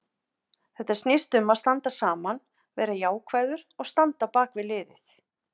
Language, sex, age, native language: Icelandic, female, 50-59, Icelandic